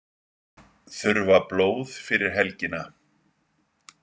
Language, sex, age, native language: Icelandic, male, 50-59, Icelandic